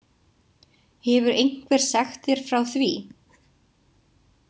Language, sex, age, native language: Icelandic, female, 20-29, Icelandic